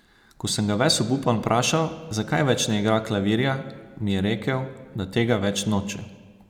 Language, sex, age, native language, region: Slovenian, male, 30-49, Slovenian, Savinja region